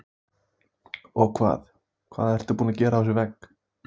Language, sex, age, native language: Icelandic, male, 18-19, Icelandic